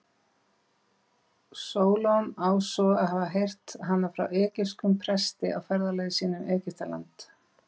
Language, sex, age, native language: Icelandic, female, 50-59, Icelandic